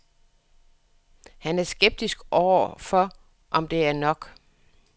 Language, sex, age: Danish, female, 61